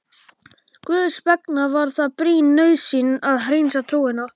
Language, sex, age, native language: Icelandic, male, 11, Polish